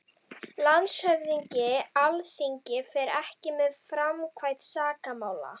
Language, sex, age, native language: Icelandic, female, 12, Icelandic